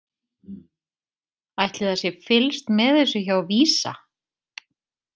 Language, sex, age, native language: Icelandic, female, 30-39, Icelandic